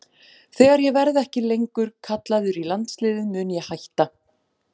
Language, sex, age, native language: Icelandic, female, 40-49, Icelandic